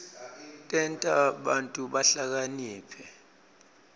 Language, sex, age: Swati, male, 26